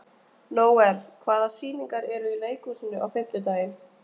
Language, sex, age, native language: Icelandic, female, 20-29, Icelandic